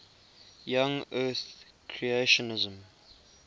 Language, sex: English, male